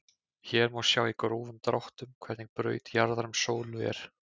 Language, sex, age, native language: Icelandic, male, 20-29, Icelandic